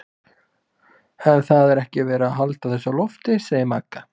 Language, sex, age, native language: Icelandic, male, 20-29, Icelandic